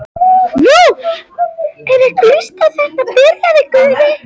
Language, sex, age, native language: Icelandic, female, 13, Icelandic